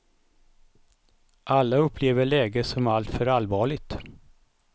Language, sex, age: Swedish, male, 55